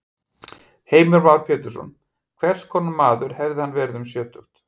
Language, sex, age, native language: Icelandic, male, 50-59, Icelandic